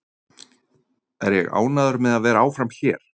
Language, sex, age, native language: Icelandic, male, 30-39, Icelandic